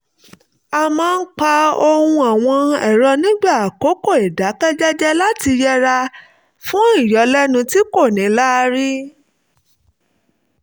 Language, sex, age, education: Yoruba, female, 30-45, tertiary